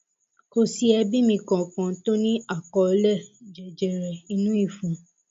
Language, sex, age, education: Yoruba, female, 15-29, tertiary